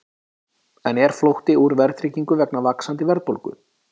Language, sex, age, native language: Icelandic, male, 30-39, Icelandic